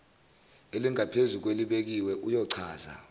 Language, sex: Zulu, male